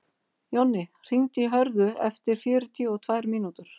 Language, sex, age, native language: Icelandic, female, 50-59, Icelandic